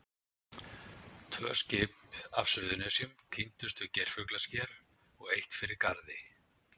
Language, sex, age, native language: Icelandic, male, 60-69, Icelandic